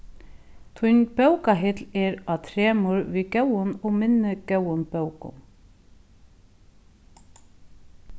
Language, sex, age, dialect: Faroese, female, 36-60, Norðurstreymoy/Eysturoy